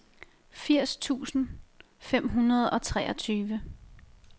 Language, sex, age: Danish, female, 28